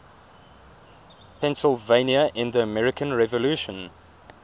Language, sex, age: English, male, 24